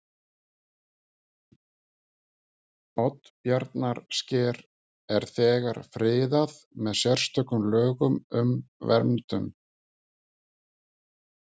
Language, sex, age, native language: Icelandic, male, 50-59, Icelandic